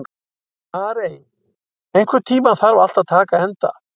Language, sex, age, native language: Icelandic, male, 60-69, Icelandic